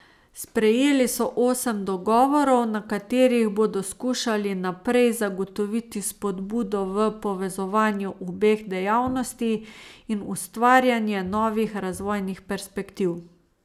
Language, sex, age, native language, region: Slovenian, female, 30-49, Slovenian, Savinja region